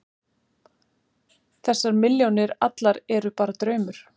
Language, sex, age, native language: Icelandic, female, 30-39, Icelandic